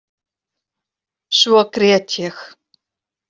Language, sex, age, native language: Icelandic, female, 40-49, Icelandic